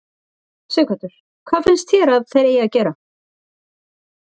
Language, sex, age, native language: Icelandic, female, 40-49, Icelandic